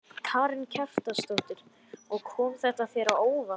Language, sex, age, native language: Icelandic, male, 11, Icelandic